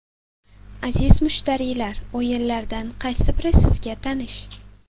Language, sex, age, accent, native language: Uzbek, female, 18-24, Sirdaryo, Uzbek